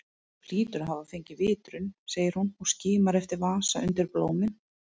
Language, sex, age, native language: Icelandic, female, 30-39, Icelandic